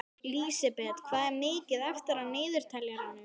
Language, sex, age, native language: Icelandic, female, 12, Icelandic